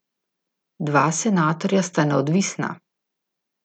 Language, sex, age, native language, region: Slovenian, female, 50-59, Slovenian, Gorica region